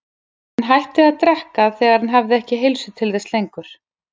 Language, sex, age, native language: Icelandic, female, 40-49, Icelandic